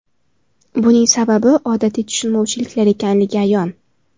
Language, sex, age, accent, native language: Uzbek, female, 19-29, Toshkent viloyati, Uzbek